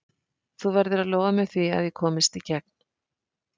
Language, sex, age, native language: Icelandic, female, 50-59, Icelandic